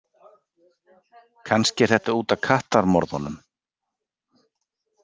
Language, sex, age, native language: Icelandic, male, 40-49, Icelandic